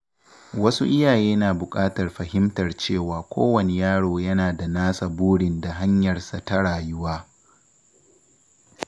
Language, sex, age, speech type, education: Hausa, male, 15-29, read, tertiary